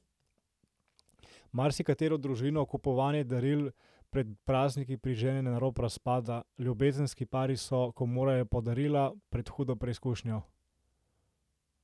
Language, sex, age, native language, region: Slovenian, male, 18-29, Slovenian, Central Slovenia